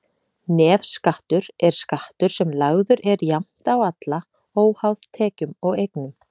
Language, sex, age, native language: Icelandic, female, 30-39, Icelandic